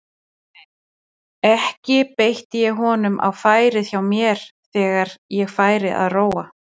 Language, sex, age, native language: Icelandic, female, 40-49, Icelandic